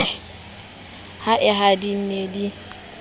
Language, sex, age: Southern Sotho, female, 19